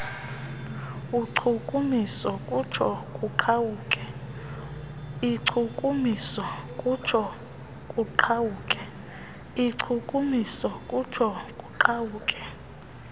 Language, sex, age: Xhosa, female, 22